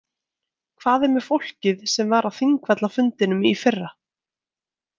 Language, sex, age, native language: Icelandic, female, 20-29, Icelandic